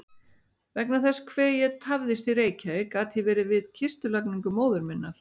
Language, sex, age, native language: Icelandic, female, 60-69, Icelandic